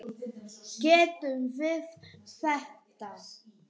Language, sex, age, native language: Icelandic, male, 9, Polish